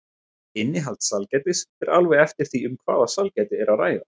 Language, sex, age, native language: Icelandic, male, 30-39, Icelandic